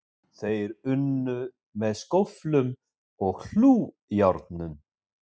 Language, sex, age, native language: Icelandic, male, 50-59, Icelandic